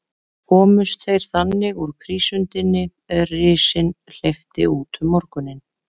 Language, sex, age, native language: Icelandic, female, 30-39, Icelandic